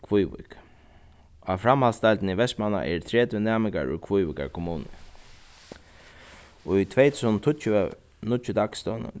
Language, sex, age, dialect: Faroese, male, 36-60, Suðuroy